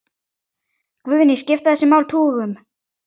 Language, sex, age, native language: Icelandic, male, 9, Icelandic